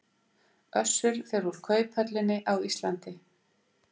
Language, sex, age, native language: Icelandic, female, 50-59, Icelandic